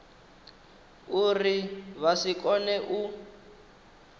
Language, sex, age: Venda, male, 19